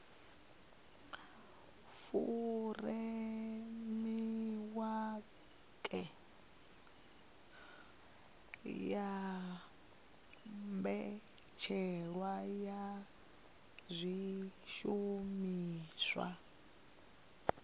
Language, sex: Venda, female